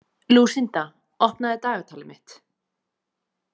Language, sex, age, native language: Icelandic, female, 20-29, Icelandic